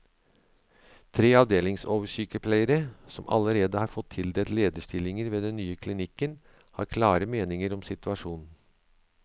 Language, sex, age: Norwegian, male, 63